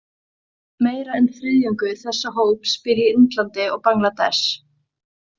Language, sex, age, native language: Icelandic, female, 40-49, Icelandic